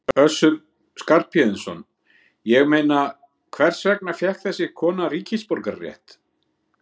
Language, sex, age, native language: Icelandic, male, 50-59, Icelandic